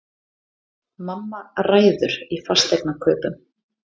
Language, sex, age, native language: Icelandic, female, 30-39, Icelandic